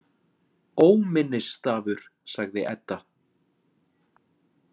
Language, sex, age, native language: Icelandic, male, 40-49, Icelandic